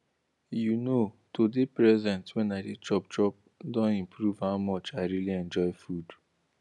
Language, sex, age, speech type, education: Nigerian Pidgin, male, 15-29, spontaneous, tertiary